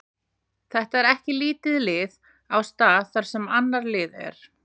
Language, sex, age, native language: Icelandic, female, 40-49, Icelandic